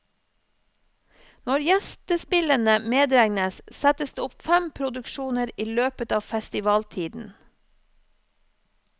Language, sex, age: Norwegian, female, 34